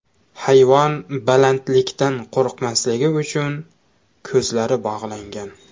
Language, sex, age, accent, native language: Uzbek, male, 18-24, Toshkent shahri, Uzbek